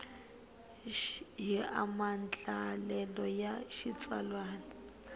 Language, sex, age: Tsonga, female, 19